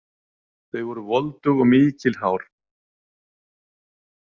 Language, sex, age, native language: Icelandic, male, 40-49, Icelandic